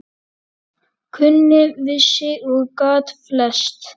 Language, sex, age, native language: Icelandic, male, 8, Icelandic